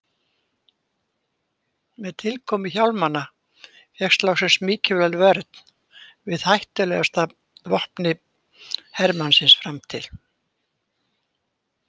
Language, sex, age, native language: Icelandic, female, 70-79, Icelandic